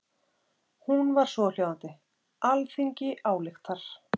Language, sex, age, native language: Icelandic, female, 30-39, Icelandic